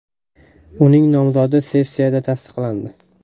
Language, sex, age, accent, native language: Uzbek, male, 18-24, Toshkent viloyati, Uzbek